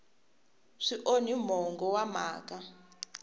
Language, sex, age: Tsonga, female, 24